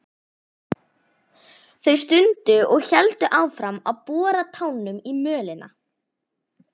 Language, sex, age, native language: Icelandic, female, 11, Icelandic